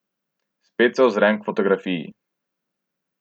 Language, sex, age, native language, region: Slovenian, male, 18-29, Slovenian, Central Slovenia